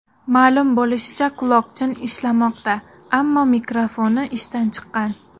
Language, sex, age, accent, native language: Uzbek, female, 19-29, Xorazm, Uzbek